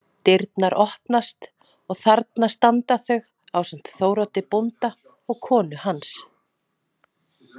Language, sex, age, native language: Icelandic, female, 40-49, Icelandic